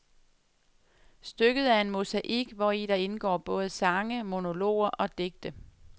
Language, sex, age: Danish, female, 35